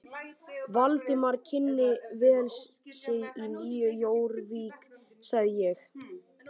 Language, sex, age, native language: Icelandic, male, 13, Icelandic